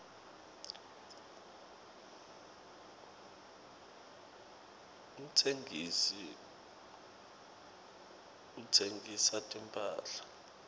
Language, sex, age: Swati, male, 25